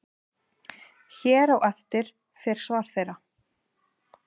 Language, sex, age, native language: Icelandic, female, 30-39, Icelandic